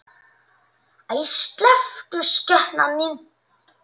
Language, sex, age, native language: Icelandic, male, 8, Icelandic